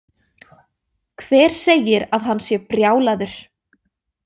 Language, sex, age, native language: Icelandic, female, 20-29, Icelandic